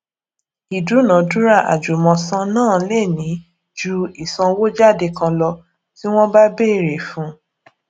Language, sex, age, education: Yoruba, female, 30-45, tertiary